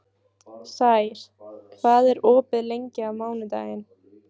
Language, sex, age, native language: Icelandic, female, 18-19, Icelandic